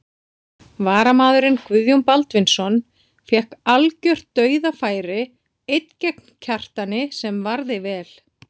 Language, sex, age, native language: Icelandic, female, 40-49, Icelandic